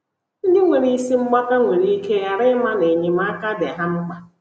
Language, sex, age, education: Igbo, female, 30-45, tertiary